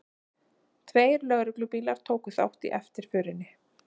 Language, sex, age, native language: Icelandic, female, 30-39, Icelandic